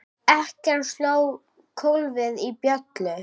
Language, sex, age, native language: Icelandic, female, 9, Icelandic